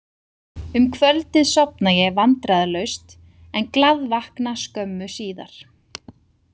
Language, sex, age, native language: Icelandic, female, 30-39, Icelandic